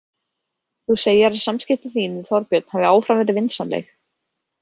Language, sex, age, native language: Icelandic, female, 30-39, Icelandic